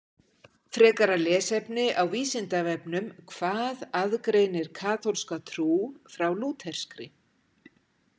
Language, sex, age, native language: Icelandic, female, 60-69, Icelandic